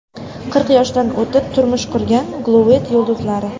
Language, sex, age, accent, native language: Uzbek, female, under 19, Samarqand, Uzbek